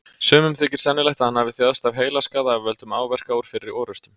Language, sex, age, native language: Icelandic, male, 30-39, Icelandic